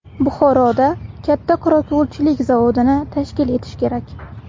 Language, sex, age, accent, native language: Uzbek, female, 12-17, Xorazm, Uzbek